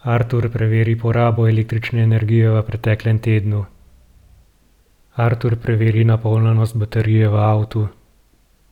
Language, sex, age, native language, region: Slovenian, male, 30-49, Slovenian, Gorenjska region